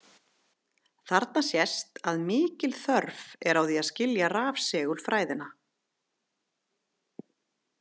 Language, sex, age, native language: Icelandic, female, 30-39, Icelandic